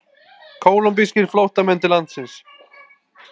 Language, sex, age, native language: Icelandic, male, 20-29, Icelandic